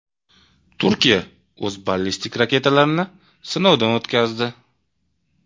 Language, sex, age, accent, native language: Uzbek, male, 25-34, Toshkent viloyati, Uzbek